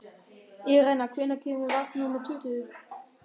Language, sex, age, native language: Icelandic, male, 13, German